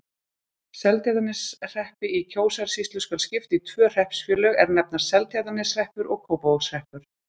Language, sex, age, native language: Icelandic, female, 30-39, Icelandic